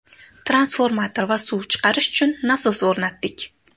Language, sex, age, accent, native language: Uzbek, female, 18-24, Andijon, Uzbek